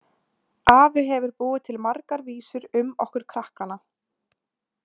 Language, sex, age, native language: Icelandic, female, 20-29, Icelandic